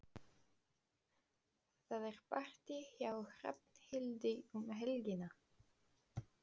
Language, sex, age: Icelandic, female, 20-29